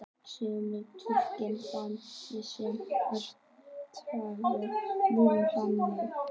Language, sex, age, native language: Icelandic, female, 30-39, Icelandic